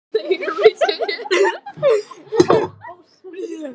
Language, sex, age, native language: Icelandic, female, 14, Icelandic